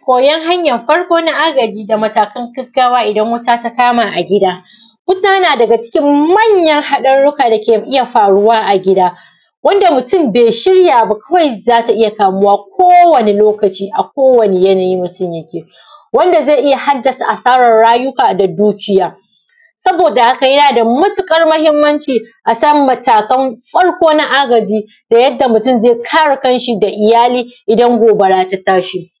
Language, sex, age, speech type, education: Hausa, female, 30-45, spontaneous, primary